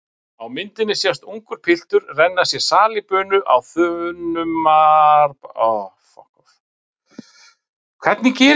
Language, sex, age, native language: Icelandic, male, 50-59, Icelandic